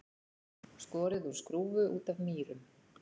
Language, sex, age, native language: Icelandic, female, 40-49, Icelandic